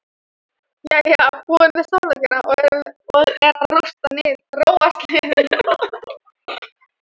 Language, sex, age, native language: Icelandic, female, 13, Thai